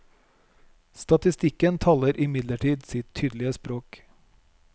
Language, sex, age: Norwegian, male, 41